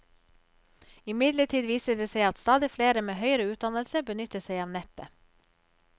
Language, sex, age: Norwegian, female, 34